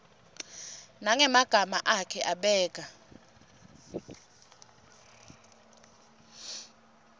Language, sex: Swati, female